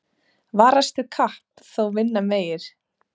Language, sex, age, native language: Icelandic, female, 30-39, Icelandic